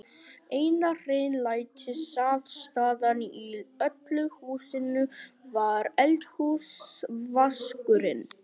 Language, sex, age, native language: Icelandic, male, 11, Icelandic